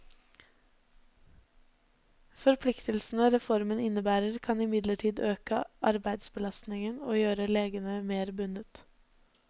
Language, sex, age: Norwegian, female, 20